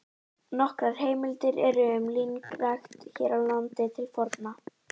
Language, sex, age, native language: Icelandic, female, 18-19, Icelandic